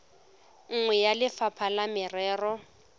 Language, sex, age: Tswana, female, 25